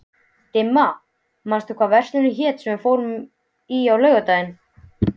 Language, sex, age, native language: Icelandic, male, 12, Icelandic